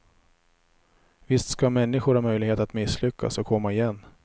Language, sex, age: Swedish, male, 34